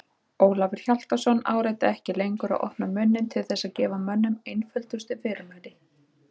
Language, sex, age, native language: Icelandic, female, 30-39, Icelandic